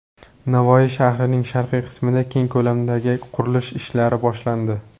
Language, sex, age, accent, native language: Uzbek, male, 18-24, Jizzax, Uzbek